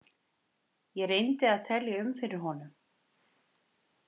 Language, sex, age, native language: Icelandic, female, 30-39, Icelandic